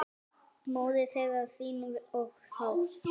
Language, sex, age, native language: Icelandic, female, 9, Icelandic